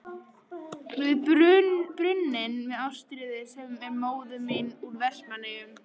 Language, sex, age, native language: Icelandic, female, 14, Icelandic